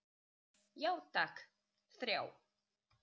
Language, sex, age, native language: Icelandic, female, 30-39, Icelandic